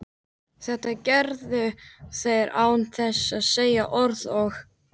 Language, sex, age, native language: Icelandic, male, 13, Icelandic